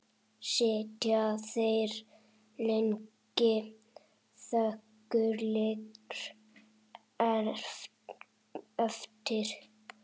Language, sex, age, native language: Icelandic, male, 7, Icelandic